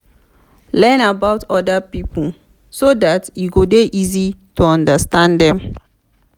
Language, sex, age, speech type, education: Nigerian Pidgin, female, 30-45, spontaneous, tertiary